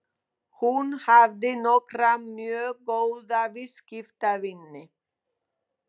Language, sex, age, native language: Icelandic, female, 20-29, Polish